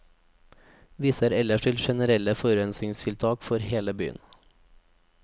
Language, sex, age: Norwegian, male, 24